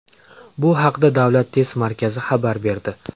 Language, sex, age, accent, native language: Uzbek, male, 25-34, Andijon, Uzbek